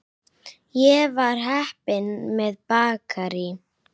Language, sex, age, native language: Icelandic, female, 9, Icelandic